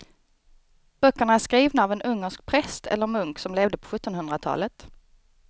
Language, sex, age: Swedish, female, 29